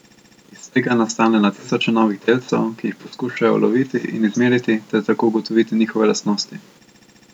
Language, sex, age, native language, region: Slovenian, male, 18-29, Slovenian, Central Slovenia